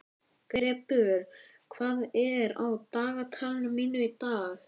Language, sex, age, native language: Icelandic, male, 11, Icelandic